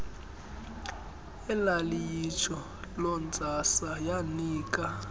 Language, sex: Xhosa, male